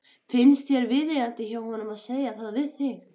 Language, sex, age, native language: Icelandic, female, 12, Icelandic